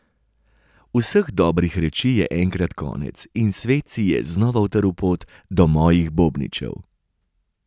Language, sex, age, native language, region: Slovenian, male, 30-49, Slovenian, Gorenjska region